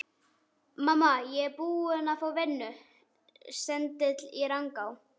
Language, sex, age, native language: Icelandic, male, 11, Icelandic